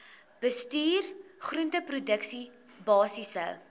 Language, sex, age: Afrikaans, female, 22